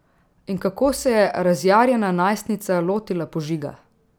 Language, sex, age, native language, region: Slovenian, female, 18-29, Slovenian, Drava region